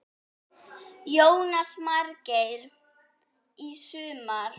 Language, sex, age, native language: Icelandic, female, 8, Icelandic